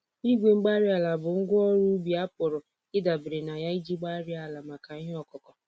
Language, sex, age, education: Igbo, female, 15-29, tertiary